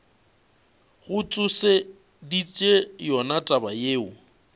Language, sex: Northern Sotho, male